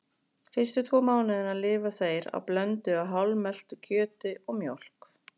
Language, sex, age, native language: Icelandic, female, 40-49, Icelandic